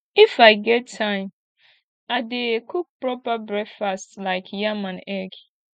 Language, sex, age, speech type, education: Nigerian Pidgin, female, 15-29, spontaneous, tertiary